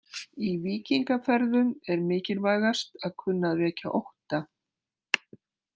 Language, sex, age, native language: Icelandic, female, 60-69, Icelandic